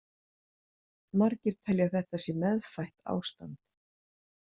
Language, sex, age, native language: Icelandic, female, 60-69, Icelandic